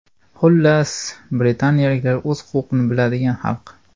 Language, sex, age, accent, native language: Uzbek, male, 18-24, Farg'ona, Uzbek